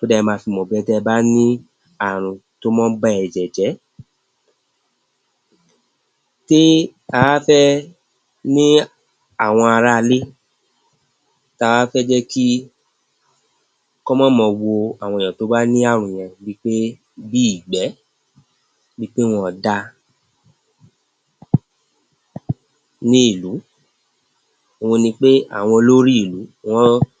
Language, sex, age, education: Yoruba, male, 60+, tertiary